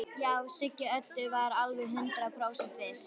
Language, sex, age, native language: Icelandic, female, 11, Icelandic